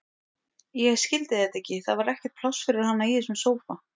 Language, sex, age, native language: Icelandic, female, 40-49, Icelandic